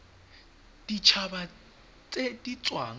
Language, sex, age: Tswana, male, 21